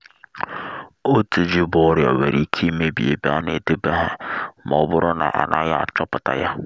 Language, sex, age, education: Igbo, male, 15-29, secondary